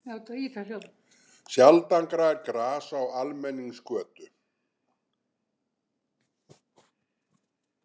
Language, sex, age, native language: Icelandic, male, 60-69, Icelandic